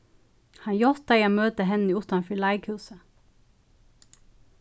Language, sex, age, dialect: Faroese, female, 36-60, Suðurstreymoy